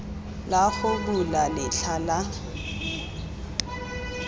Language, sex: Tswana, female